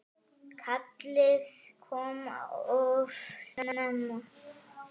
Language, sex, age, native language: Icelandic, male, 9, Icelandic